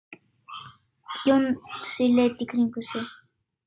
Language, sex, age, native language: Icelandic, female, 9, Icelandic